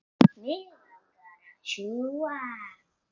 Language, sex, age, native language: Icelandic, male, 8, Icelandic